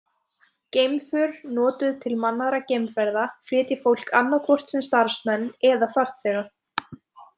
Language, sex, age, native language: Icelandic, female, 20-29, Icelandic